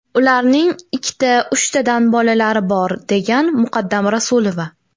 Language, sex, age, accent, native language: Uzbek, female, 19-29, Toshkent shahri, Uzbek